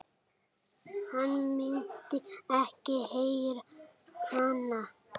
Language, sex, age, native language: Icelandic, male, 8, Icelandic